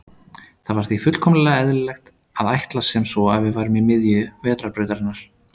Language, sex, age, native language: Icelandic, male, 30-39, Icelandic